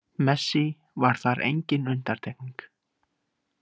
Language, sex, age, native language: Icelandic, male, 18-19, Icelandic